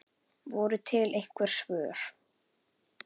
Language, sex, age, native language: Icelandic, female, 10, Icelandic